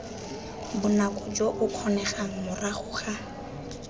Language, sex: Tswana, female